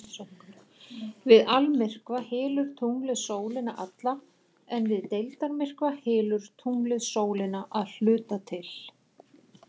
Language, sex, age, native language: Icelandic, female, 40-49, Icelandic